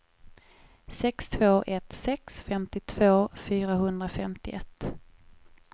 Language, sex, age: Swedish, female, 21